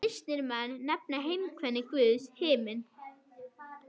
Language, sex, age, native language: Icelandic, female, 21, Icelandic